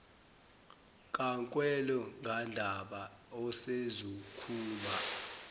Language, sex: Zulu, male